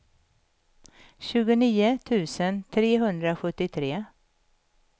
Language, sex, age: Swedish, female, 51